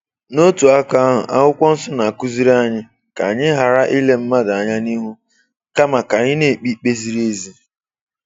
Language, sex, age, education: Igbo, male, 15-29, tertiary